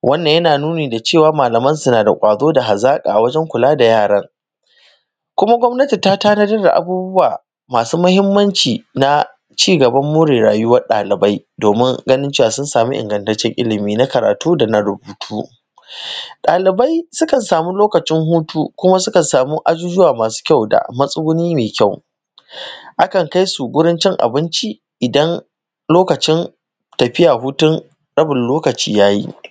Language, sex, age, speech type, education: Hausa, male, 15-29, spontaneous, primary